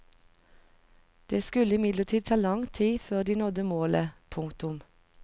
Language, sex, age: Norwegian, female, 45